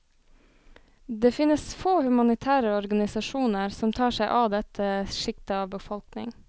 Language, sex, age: Norwegian, female, 26